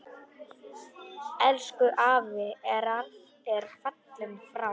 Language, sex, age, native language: Icelandic, male, 10, Polish